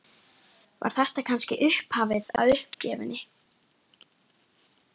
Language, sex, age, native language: Icelandic, female, 11, Icelandic